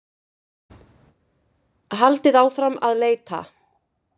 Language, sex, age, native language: Icelandic, female, 50-59, Icelandic